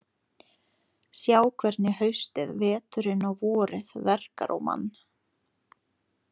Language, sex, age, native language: Icelandic, female, 40-49, Lithuanian